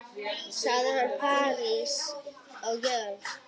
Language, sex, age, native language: Icelandic, female, 9, Icelandic